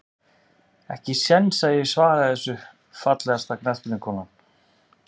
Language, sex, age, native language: Icelandic, male, 30-39, Icelandic